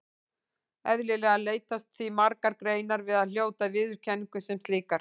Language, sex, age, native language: Icelandic, female, 18-19, Icelandic